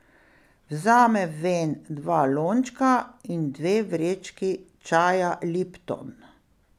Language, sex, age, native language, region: Slovenian, female, 60+, Slovenian, Pomurje region